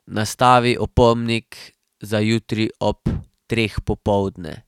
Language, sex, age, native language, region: Slovenian, male, 18-29, Slovenian, Drava region